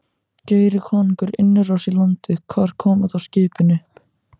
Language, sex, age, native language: Icelandic, male, 14, Icelandic